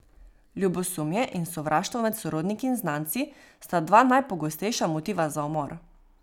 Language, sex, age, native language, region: Slovenian, female, 18-29, Slovenian, Savinja region